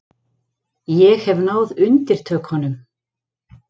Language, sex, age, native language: Icelandic, female, 40-49, Icelandic